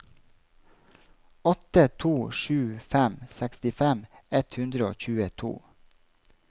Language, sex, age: Norwegian, male, 32